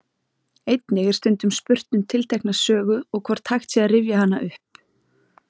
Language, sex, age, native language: Icelandic, female, 30-39, Icelandic